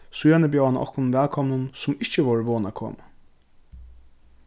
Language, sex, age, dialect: Faroese, male, 15-35, Suðurstreymoy